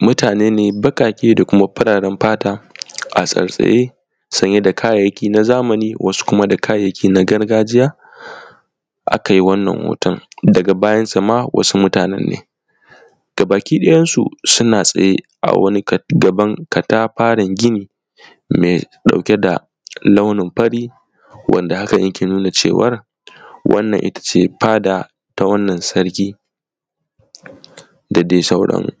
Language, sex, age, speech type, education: Hausa, male, 15-29, spontaneous, tertiary